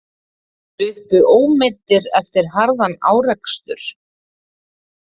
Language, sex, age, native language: Icelandic, female, 30-39, Icelandic